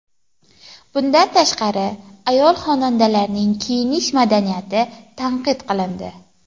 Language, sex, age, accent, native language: Uzbek, female, 18-24, Toshkent viloyati, Uzbek